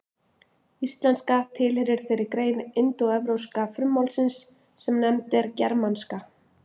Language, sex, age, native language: Icelandic, female, 40-49, Icelandic